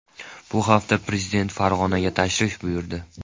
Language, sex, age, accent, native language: Uzbek, male, 18-24, Andijon, Uzbek